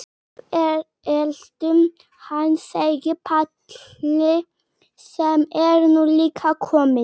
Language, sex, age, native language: Icelandic, male, 11, Icelandic